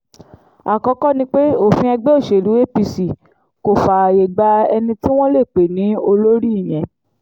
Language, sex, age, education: Yoruba, female, 15-29, tertiary